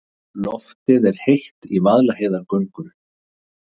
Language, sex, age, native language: Icelandic, male, 30-39, Icelandic